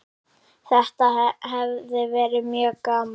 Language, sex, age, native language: Icelandic, male, 8, Icelandic